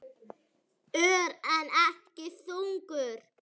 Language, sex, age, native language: Icelandic, female, 10, Icelandic